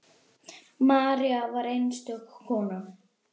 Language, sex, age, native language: Icelandic, female, 10, Icelandic